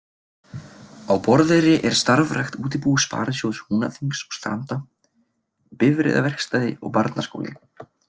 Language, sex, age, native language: Icelandic, male, 20-29, Icelandic